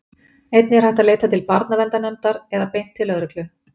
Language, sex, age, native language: Icelandic, female, 50-59, Icelandic